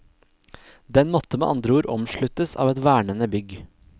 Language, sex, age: Norwegian, male, 26